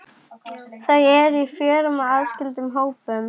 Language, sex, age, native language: Icelandic, male, 11, Icelandic